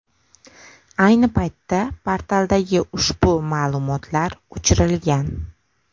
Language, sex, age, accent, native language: Uzbek, female, 25-34, Samarqand, Uzbek